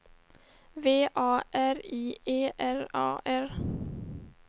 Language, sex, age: Swedish, female, 17